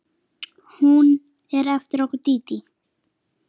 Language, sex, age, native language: Icelandic, female, 9, Icelandic